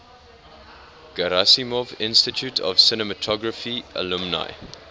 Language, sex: English, male